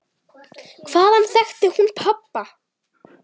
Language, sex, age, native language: Icelandic, female, 10, Icelandic